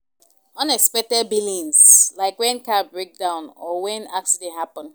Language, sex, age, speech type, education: Nigerian Pidgin, female, 15-29, spontaneous, tertiary